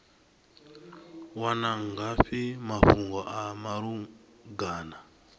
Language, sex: Venda, male